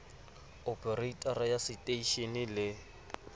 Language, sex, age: Southern Sotho, male, 24